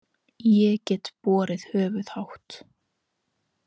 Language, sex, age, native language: Icelandic, female, 18-19, Icelandic